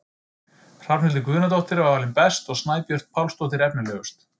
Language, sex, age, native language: Icelandic, male, 30-39, Icelandic